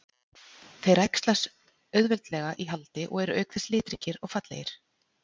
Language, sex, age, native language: Icelandic, female, 40-49, Icelandic